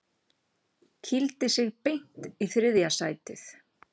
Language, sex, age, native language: Icelandic, female, 40-49, Icelandic